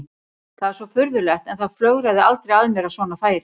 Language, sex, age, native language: Icelandic, female, 40-49, Icelandic